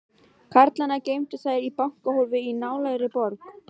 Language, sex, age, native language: Icelandic, female, 12, Icelandic